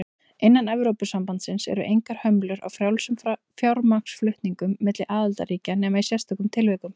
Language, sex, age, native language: Icelandic, female, 20-29, Icelandic